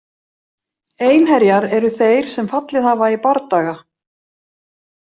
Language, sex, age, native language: Icelandic, female, 40-49, Icelandic